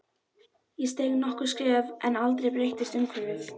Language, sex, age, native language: Icelandic, female, 12, Icelandic